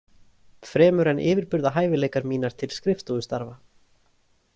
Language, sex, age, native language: Icelandic, male, 20-29, Icelandic